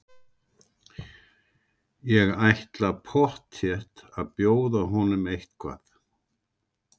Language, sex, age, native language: Icelandic, male, 60-69, Icelandic